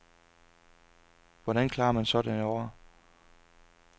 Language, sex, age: Danish, male, 26